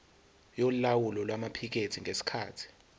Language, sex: Zulu, male